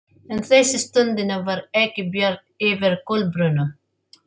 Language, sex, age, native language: Icelandic, female, 40-49, Filipino